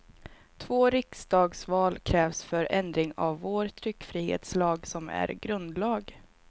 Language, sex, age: Swedish, female, 22